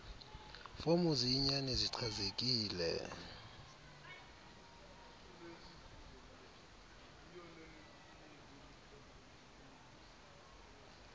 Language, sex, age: Xhosa, male, 35